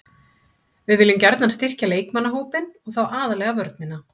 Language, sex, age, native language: Icelandic, female, 30-39, Icelandic